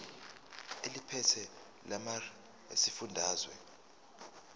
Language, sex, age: Zulu, male, 19